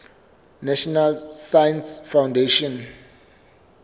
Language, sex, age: Southern Sotho, male, 24